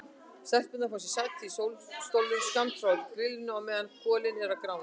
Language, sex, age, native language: Icelandic, female, 60-69, Icelandic